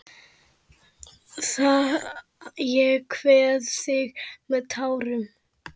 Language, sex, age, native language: Icelandic, female, 10, Icelandic